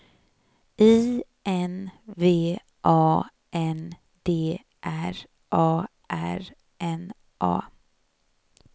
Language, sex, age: Swedish, female, 35